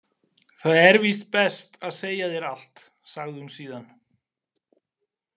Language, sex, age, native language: Icelandic, male, 40-49, Icelandic